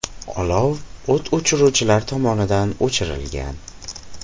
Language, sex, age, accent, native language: Uzbek, male, 18-24, Farg'ona, Uzbek